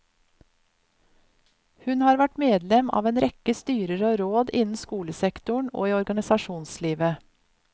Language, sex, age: Norwegian, female, 50